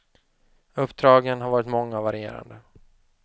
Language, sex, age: Swedish, male, 25